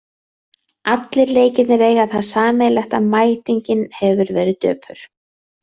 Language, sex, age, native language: Icelandic, female, 30-39, Icelandic